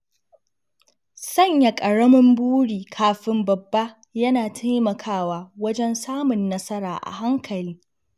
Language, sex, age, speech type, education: Hausa, female, 15-29, read, secondary